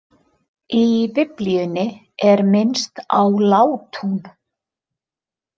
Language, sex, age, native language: Icelandic, female, 50-59, Icelandic